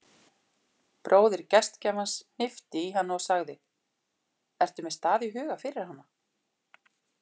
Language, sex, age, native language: Icelandic, female, 40-49, Icelandic